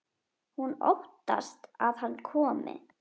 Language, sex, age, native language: Icelandic, female, 10, Icelandic